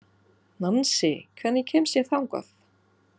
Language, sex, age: Icelandic, female, 40-49